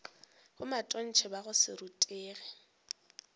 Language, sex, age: Northern Sotho, female, 18